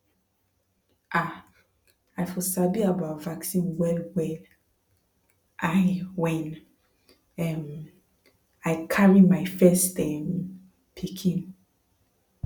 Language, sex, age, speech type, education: Nigerian Pidgin, female, 15-29, spontaneous, tertiary